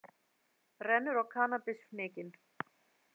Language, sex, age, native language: Icelandic, female, 40-49, Icelandic